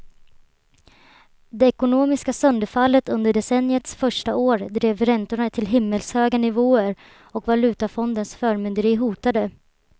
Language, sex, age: Swedish, female, 23